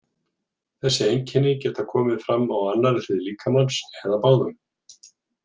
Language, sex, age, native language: Icelandic, male, 40-49, Icelandic